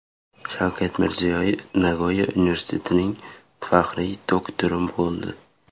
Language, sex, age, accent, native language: Uzbek, male, 18-24, Surxondaryo, Uzbek